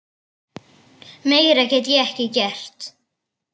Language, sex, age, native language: Icelandic, female, 8, Icelandic